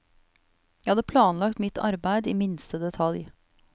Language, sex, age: Norwegian, female, 34